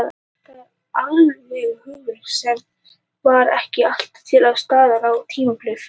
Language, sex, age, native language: Icelandic, female, 18-19, Icelandic